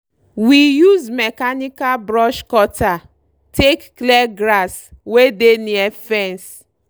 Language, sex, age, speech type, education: Nigerian Pidgin, female, 30-45, spontaneous, tertiary